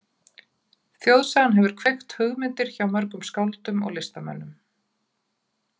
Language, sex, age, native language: Icelandic, female, 40-49, Icelandic